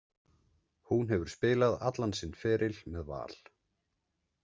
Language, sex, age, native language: Icelandic, male, 30-39, Icelandic